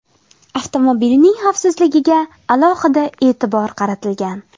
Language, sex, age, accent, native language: Uzbek, female, under 19, Jizzax, Uzbek